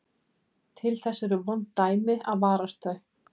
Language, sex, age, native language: Icelandic, female, 50-59, Icelandic